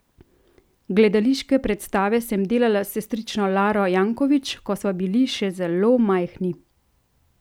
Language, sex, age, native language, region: Slovenian, female, 30-49, Slovenian, Central Slovenia